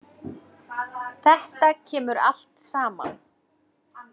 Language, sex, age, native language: Icelandic, female, 20-29, Icelandic